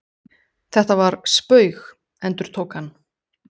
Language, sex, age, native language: Icelandic, female, 30-39, Icelandic